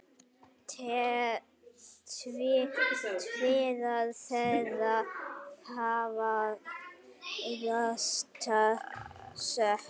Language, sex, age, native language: Icelandic, female, 40-49, Icelandic